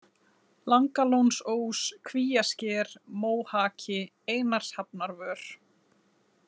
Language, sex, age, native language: Icelandic, female, 30-39, Icelandic